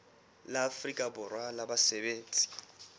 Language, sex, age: Southern Sotho, male, 23